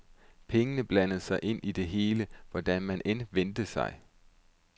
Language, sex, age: Danish, male, 31